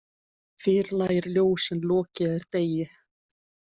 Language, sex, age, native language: Icelandic, female, 20-29, Icelandic